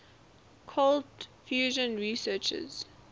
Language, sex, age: English, female, 19